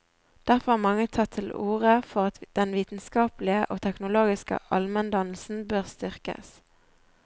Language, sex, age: Norwegian, female, 20